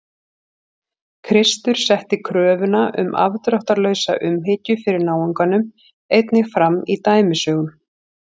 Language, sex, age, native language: Icelandic, female, 40-49, Icelandic